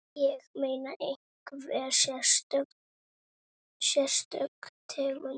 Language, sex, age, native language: Icelandic, female, 9, Icelandic